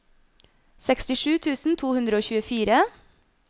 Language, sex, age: Norwegian, female, 26